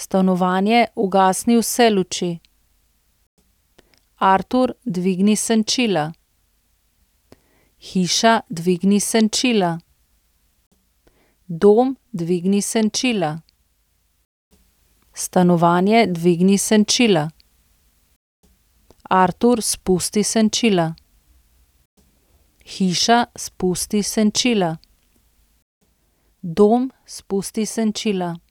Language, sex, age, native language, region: Slovenian, female, 30-49, Slovenian, Central Slovenia